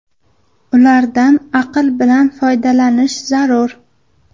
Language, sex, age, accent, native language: Uzbek, female, 19-29, Farg'ona, Uzbek